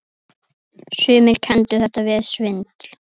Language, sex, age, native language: Icelandic, female, 8, Icelandic